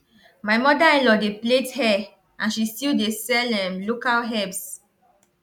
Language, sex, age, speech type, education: Nigerian Pidgin, female, 15-29, spontaneous, tertiary